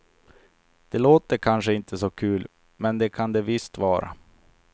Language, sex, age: Swedish, male, 28